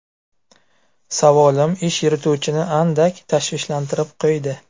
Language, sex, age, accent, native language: Uzbek, male, 18-24, Buxoro, Uzbek